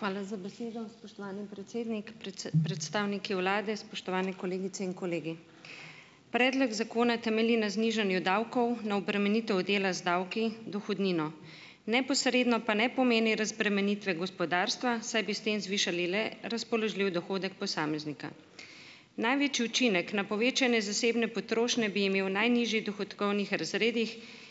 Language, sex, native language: Slovenian, female, Slovenian